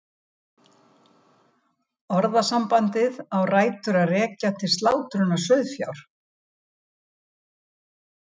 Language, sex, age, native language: Icelandic, female, 70-79, Icelandic